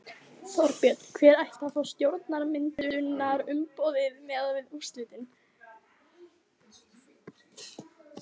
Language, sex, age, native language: Icelandic, female, 15, Icelandic